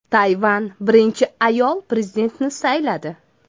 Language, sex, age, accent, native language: Uzbek, female, 25-34, Toshkent viloyati, Uzbek